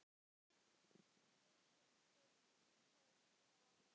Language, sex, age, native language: Icelandic, male, 10, Icelandic